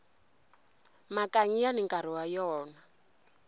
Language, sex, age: Tsonga, female, 20